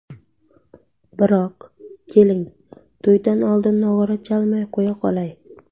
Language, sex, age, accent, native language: Uzbek, female, 19-29, Surxondaryo, Uzbek